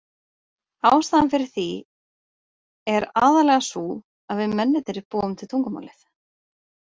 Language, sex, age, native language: Icelandic, female, 30-39, Icelandic